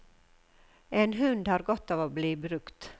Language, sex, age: Norwegian, female, 54